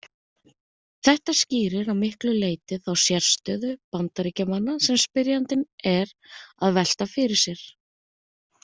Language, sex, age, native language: Icelandic, female, 30-39, Icelandic